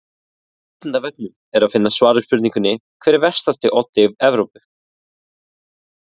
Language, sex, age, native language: Icelandic, male, 20-29, Icelandic